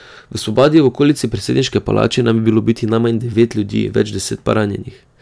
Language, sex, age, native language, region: Slovenian, male, 18-29, Slovenian, Drava region